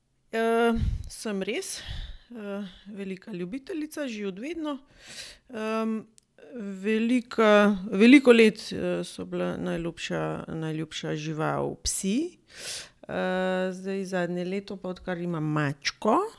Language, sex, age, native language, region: Slovenian, female, 30-49, Slovenian, Gorenjska region